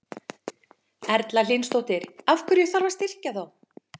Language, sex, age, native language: Icelandic, female, 50-59, Icelandic